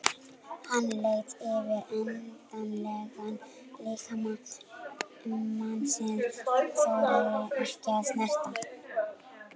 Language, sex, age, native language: Icelandic, female, 11, Icelandic